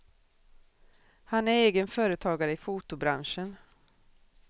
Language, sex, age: Swedish, female, 40